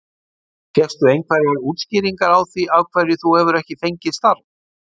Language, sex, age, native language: Icelandic, male, 60-69, Icelandic